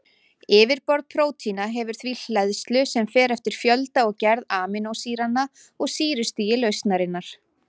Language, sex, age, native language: Icelandic, female, 40-49, Icelandic